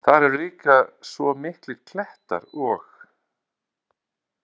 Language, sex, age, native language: Icelandic, male, 40-49, Icelandic